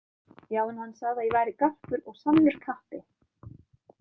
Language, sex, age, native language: Icelandic, female, 30-39, Icelandic